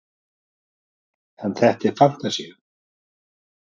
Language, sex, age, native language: Icelandic, male, 40-49, Icelandic